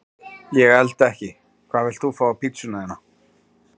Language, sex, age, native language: Icelandic, male, 30-39, Icelandic